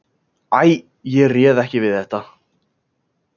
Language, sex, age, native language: Icelandic, male, 15, Icelandic